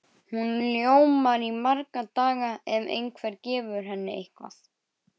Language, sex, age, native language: Icelandic, male, 12, Icelandic